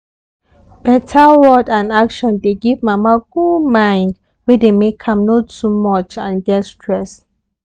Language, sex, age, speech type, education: Nigerian Pidgin, female, 15-29, spontaneous, tertiary